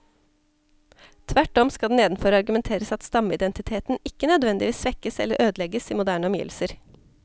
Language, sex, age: Norwegian, female, 34